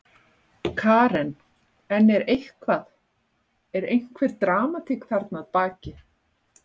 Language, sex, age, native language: Icelandic, female, 40-49, Icelandic